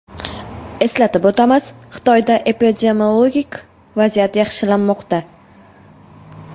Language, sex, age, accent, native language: Uzbek, female, 18-24, Toshkent viloyati, Uzbek